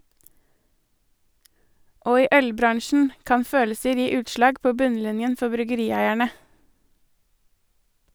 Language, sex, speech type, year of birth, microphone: Norwegian, female, read, 1983, Sennheiser